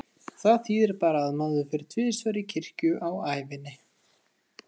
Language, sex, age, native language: Icelandic, male, 30-39, Icelandic